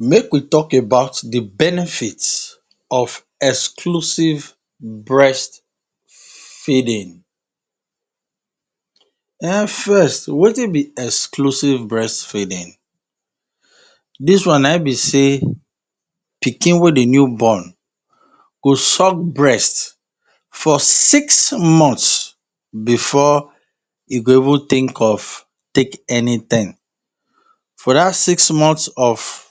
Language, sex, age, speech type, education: Nigerian Pidgin, male, 30-45, spontaneous, tertiary